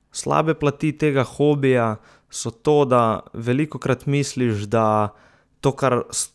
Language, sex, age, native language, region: Slovenian, male, 18-29, Slovenian, Southeast Slovenia